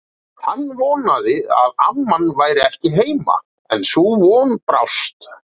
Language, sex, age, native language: Icelandic, male, 40-49, Icelandic